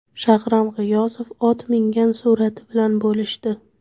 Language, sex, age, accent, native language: Uzbek, female, 18-24, Toshkent shahri, Uzbek